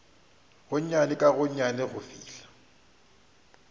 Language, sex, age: Northern Sotho, male, 29